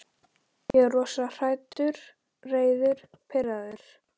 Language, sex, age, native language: Icelandic, male, 13, Icelandic